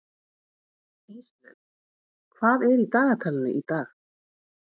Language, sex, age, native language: Icelandic, female, 40-49, Icelandic